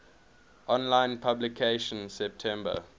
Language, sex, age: English, male, 21